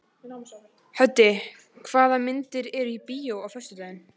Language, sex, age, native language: Icelandic, female, 14, Icelandic